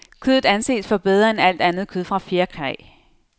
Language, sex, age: Danish, female, 32